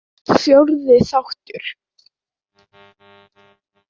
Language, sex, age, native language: Icelandic, female, 18-19, Icelandic